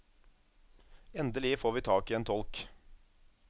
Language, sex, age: Norwegian, male, 27